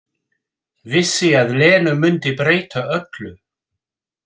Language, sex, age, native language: Icelandic, male, 60-69, English